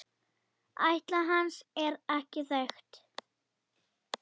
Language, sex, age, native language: Icelandic, female, 10, Icelandic